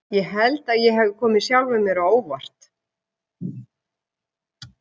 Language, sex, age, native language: Icelandic, female, 50-59, Icelandic